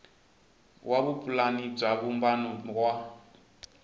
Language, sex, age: Tsonga, male, 20